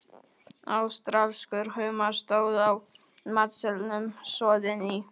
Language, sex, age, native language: Icelandic, male, 12, Polish